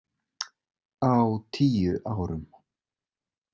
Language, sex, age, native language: Icelandic, male, 40-49, Icelandic